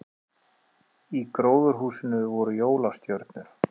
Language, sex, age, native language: Icelandic, male, 30-39, Icelandic